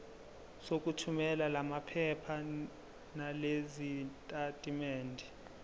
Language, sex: Zulu, male